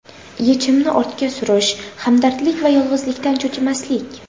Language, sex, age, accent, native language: Uzbek, female, 18-24, Samarqand, Uzbek